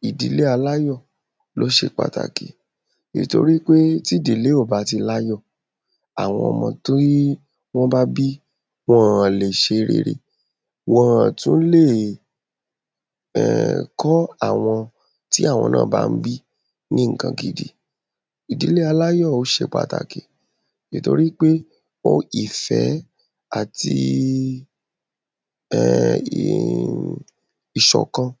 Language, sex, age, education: Yoruba, female, 30-45, secondary